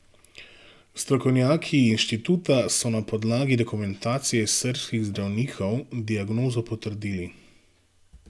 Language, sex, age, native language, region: Slovenian, male, 18-29, Slovenian, Gorenjska region